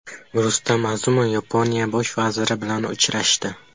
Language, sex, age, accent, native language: Uzbek, male, 12-17, Qashqadaryo, Uzbek